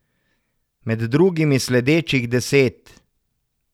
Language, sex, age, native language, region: Slovenian, male, 50-59, Slovenian, Savinja region